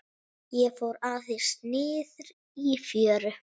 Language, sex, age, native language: Icelandic, female, 8, Icelandic